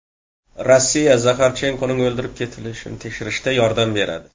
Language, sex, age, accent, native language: Uzbek, male, 35+, Xorazm, Uzbek